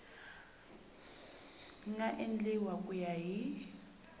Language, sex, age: Tsonga, female, 18